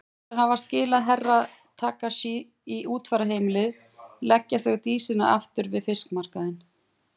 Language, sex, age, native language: Icelandic, female, 40-49, Icelandic